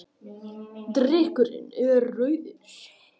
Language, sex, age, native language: Icelandic, male, 18-19, Icelandic